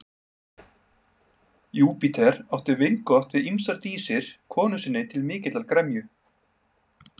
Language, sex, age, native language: Icelandic, male, 30-39, Icelandic